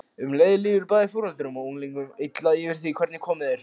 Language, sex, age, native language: Icelandic, male, 16, Icelandic